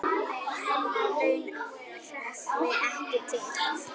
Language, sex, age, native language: Icelandic, female, 10, Icelandic